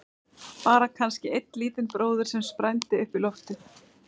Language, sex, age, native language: Icelandic, female, 11, Icelandic